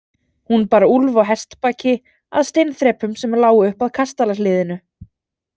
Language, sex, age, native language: Icelandic, female, 30-39, Icelandic